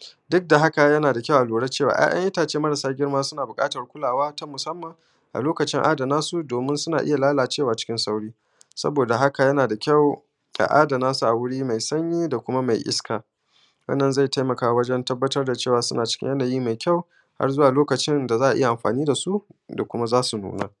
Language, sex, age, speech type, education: Hausa, male, 15-29, spontaneous, primary